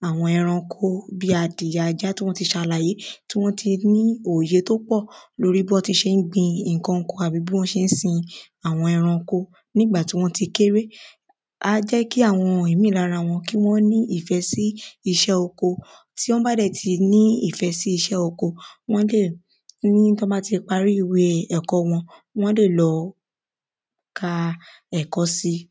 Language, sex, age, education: Yoruba, female, 15-29, secondary